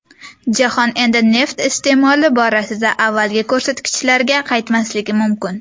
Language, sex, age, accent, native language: Uzbek, female, under 19, Sirdaryo, Uzbek